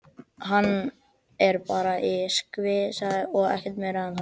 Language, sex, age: Icelandic, male, 12